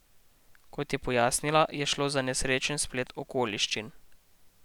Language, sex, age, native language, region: Slovenian, male, 18-29, Slovenian, Posavska region